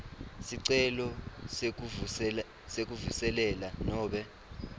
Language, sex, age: Swati, male, 23